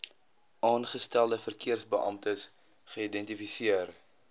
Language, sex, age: Afrikaans, male, 20